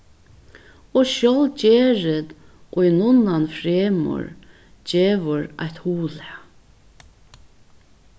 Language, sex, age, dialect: Faroese, female, 61+, Vágar